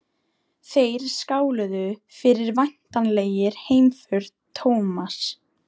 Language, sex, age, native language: Icelandic, female, 13, Icelandic